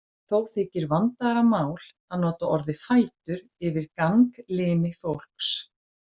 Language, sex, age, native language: Icelandic, female, 40-49, Icelandic